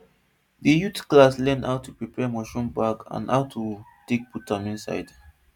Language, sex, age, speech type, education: Nigerian Pidgin, male, 15-29, spontaneous, tertiary